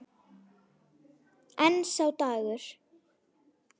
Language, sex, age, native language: Icelandic, female, 10, Icelandic